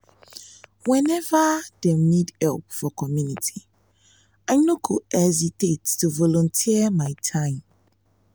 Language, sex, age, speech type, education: Nigerian Pidgin, female, 15-29, spontaneous, tertiary